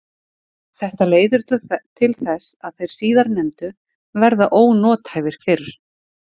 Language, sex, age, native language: Icelandic, female, 40-49, Icelandic